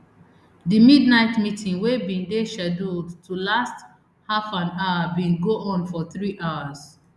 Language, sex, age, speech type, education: Nigerian Pidgin, female, 30-45, spontaneous, tertiary